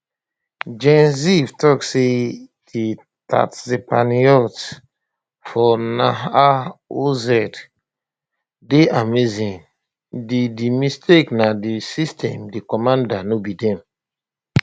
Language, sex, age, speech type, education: Nigerian Pidgin, male, 30-45, spontaneous, tertiary